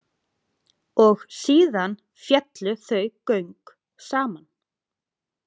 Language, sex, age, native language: Icelandic, female, 30-39, Icelandic